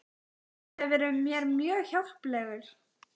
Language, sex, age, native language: Icelandic, female, 14, Icelandic